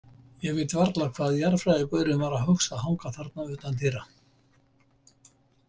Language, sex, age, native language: Icelandic, male, 70-79, Icelandic